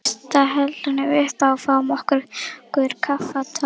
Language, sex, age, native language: Icelandic, female, 11, Icelandic